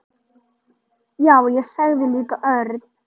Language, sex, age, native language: Icelandic, male, 10, Icelandic